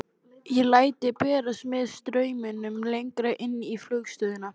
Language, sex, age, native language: Icelandic, female, 12, Icelandic